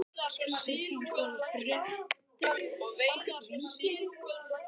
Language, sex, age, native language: Icelandic, male, 12, Icelandic